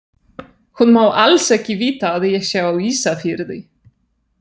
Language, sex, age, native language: Icelandic, female, 30-39, Polish